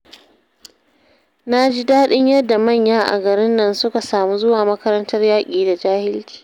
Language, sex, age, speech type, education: Hausa, female, 30-45, read, secondary